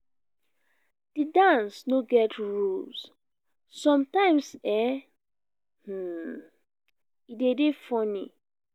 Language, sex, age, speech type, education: Nigerian Pidgin, female, 15-29, spontaneous, tertiary